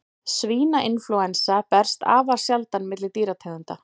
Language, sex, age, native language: Icelandic, female, 40-49, Icelandic